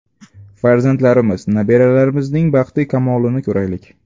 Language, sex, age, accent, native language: Uzbek, male, 18-24, Andijon, Uzbek